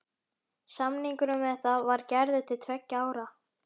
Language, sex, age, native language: Icelandic, male, 11, Icelandic